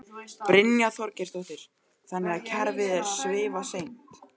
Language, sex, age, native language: Icelandic, male, 12, Icelandic